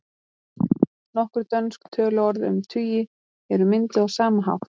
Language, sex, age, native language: Icelandic, female, 30-39, Icelandic